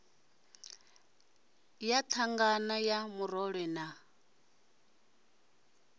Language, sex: Venda, male